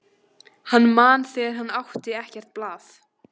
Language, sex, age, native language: Icelandic, female, 14, Icelandic